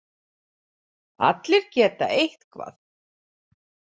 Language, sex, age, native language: Icelandic, female, 40-49, Icelandic